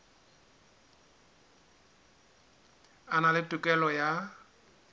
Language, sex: Southern Sotho, male